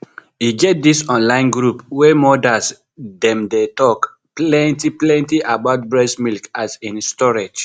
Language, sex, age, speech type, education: Nigerian Pidgin, male, 15-29, spontaneous, tertiary